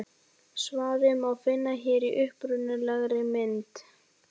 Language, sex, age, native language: Icelandic, male, 18-19, Icelandic